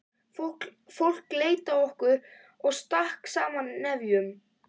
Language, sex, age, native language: Icelandic, female, 11, Icelandic